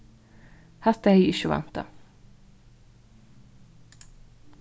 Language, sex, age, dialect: Faroese, female, 36-60, Vágar